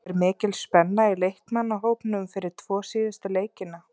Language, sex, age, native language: Icelandic, female, 30-39, Icelandic